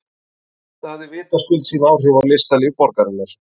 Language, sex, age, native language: Icelandic, male, 30-39, Icelandic